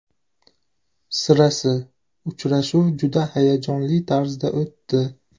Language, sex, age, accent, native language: Uzbek, male, 18-24, Namangan, Uzbek